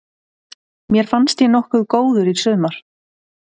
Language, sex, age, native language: Icelandic, female, 30-39, Icelandic